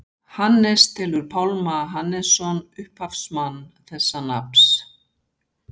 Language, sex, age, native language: Icelandic, female, 60-69, Icelandic